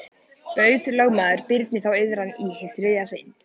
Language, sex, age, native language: Icelandic, male, 14, Icelandic